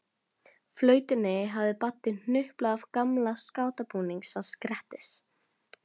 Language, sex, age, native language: Icelandic, female, 11, Norwegian